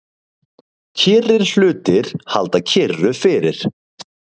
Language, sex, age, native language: Icelandic, male, 30-39, Icelandic